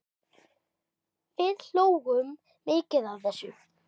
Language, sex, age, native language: Icelandic, male, 10, Icelandic